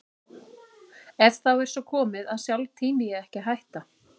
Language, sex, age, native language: Icelandic, female, 40-49, Icelandic